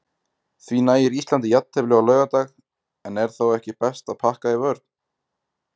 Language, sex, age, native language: Icelandic, male, 20-29, Icelandic